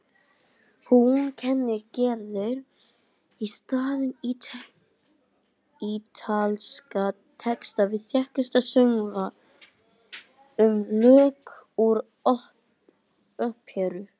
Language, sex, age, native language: Icelandic, male, 18-19, Icelandic